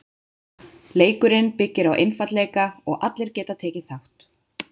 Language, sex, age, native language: Icelandic, female, 30-39, Icelandic